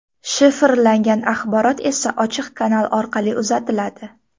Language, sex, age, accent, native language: Uzbek, female, 18-24, Farg'ona, Uzbek